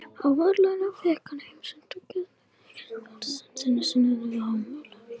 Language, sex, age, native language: Icelandic, male, 18-19, Icelandic